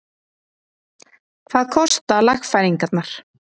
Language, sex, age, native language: Icelandic, female, 30-39, Icelandic